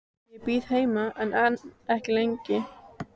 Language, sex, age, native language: Icelandic, female, 14, Icelandic